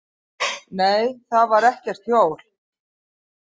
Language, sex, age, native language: Icelandic, female, 60-69, Icelandic